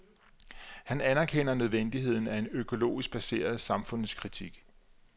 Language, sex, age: Danish, male, 34